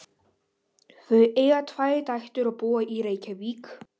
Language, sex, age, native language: Icelandic, male, 11, Polish